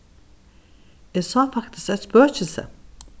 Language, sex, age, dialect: Faroese, female, 61+, Norðurstreymoy/Eysturoy